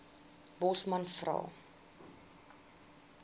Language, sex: Afrikaans, female